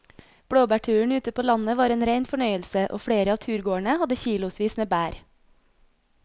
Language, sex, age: Norwegian, female, 26